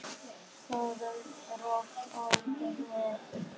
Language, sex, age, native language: Icelandic, male, 10, Icelandic